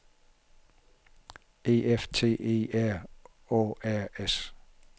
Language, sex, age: Danish, male, 51